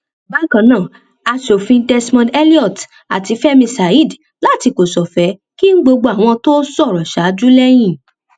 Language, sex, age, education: Yoruba, female, 15-29, tertiary